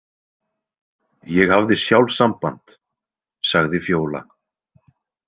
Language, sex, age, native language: Icelandic, male, 20-29, Icelandic